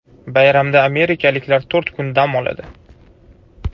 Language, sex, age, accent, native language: Uzbek, male, 25-34, Toshkent shahri, Uzbek